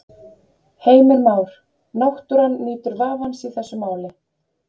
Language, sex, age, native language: Icelandic, female, 30-39, Icelandic